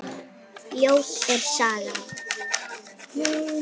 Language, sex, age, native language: Icelandic, female, 6, Icelandic